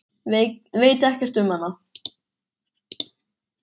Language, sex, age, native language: Icelandic, male, 10, Icelandic